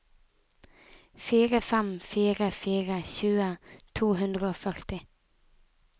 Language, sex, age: Norwegian, female, 19